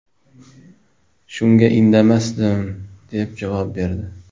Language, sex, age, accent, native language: Uzbek, male, 18-24, Namangan, Uzbek